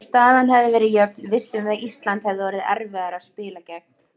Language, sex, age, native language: Icelandic, female, 20-29, Icelandic